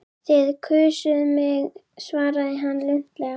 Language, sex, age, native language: Icelandic, female, 11, Icelandic